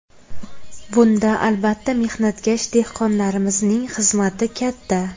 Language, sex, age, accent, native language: Uzbek, female, 18-24, Navoiy, Uzbek